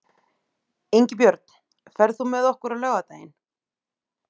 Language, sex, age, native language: Icelandic, female, 30-39, Icelandic